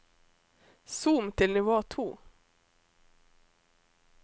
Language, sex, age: Norwegian, female, 21